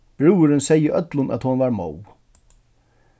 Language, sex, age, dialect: Faroese, male, 36-60, Suðurstreymoy